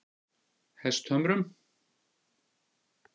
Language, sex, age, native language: Icelandic, male, 50-59, Icelandic